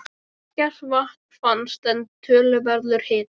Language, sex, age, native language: Icelandic, male, 12, Icelandic